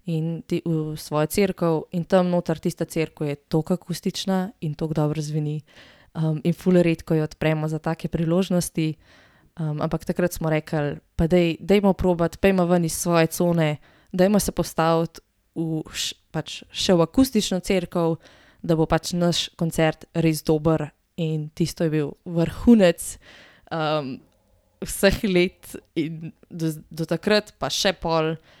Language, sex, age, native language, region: Slovenian, female, 18-29, Slovenian, Gorenjska region